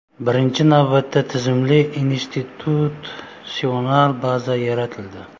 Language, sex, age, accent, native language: Uzbek, male, 25-34, Samarqand, Uzbek